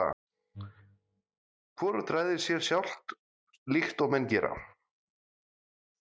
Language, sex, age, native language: Icelandic, male, 30-39, Icelandic